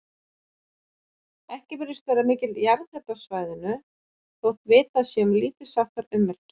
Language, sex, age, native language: Icelandic, female, 50-59, Icelandic